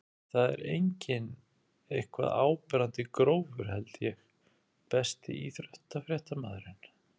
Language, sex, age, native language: Icelandic, male, 30-39, Icelandic